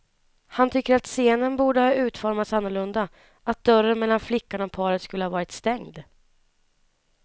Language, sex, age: Swedish, female, 19